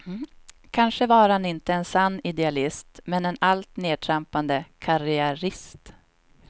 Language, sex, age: Swedish, female, 26